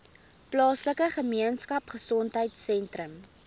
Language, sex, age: Afrikaans, female, 19